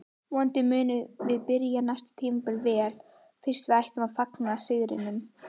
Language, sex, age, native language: Icelandic, female, 18-19, Icelandic